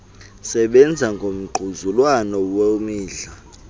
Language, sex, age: Xhosa, male, 20